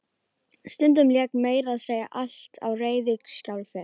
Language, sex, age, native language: Icelandic, female, 11, Icelandic